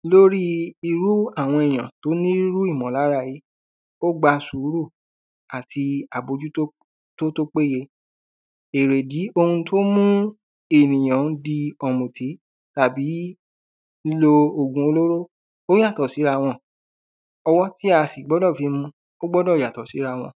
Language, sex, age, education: Yoruba, male, 15-29, tertiary